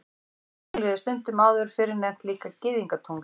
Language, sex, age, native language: Icelandic, female, 40-49, Icelandic